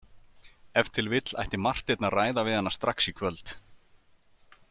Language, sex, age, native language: Icelandic, male, 30-39, Icelandic